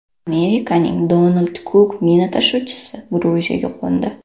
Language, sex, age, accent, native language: Uzbek, female, 18-24, Toshkent shahri, Uzbek